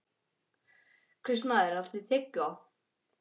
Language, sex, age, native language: Icelandic, male, 11, English